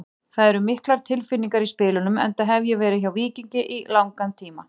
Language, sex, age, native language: Icelandic, female, 40-49, Icelandic